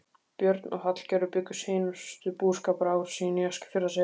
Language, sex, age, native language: Icelandic, male, 15, Icelandic